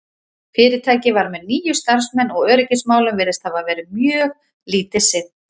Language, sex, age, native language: Icelandic, female, 40-49, Icelandic